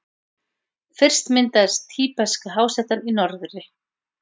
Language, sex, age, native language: Icelandic, female, 40-49, Icelandic